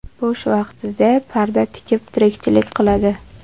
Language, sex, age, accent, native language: Uzbek, female, 18-24, Namangan, Uzbek